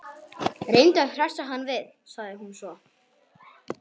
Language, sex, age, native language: Icelandic, male, 18-19, Polish